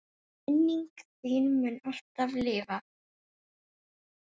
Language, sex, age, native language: Icelandic, female, 9, Icelandic